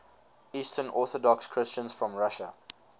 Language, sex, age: English, male, 19